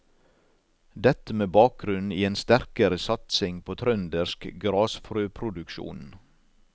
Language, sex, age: Norwegian, male, 56